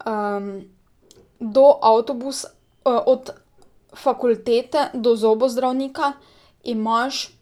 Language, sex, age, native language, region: Slovenian, female, 18-29, Slovenian, Drava region